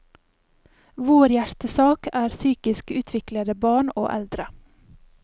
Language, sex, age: Norwegian, female, 28